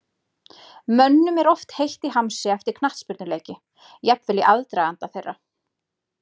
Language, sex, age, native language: Icelandic, female, 30-39, Icelandic